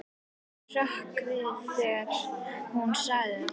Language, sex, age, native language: Icelandic, female, 11, Icelandic